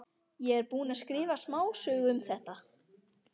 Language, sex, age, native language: Icelandic, female, 13, Icelandic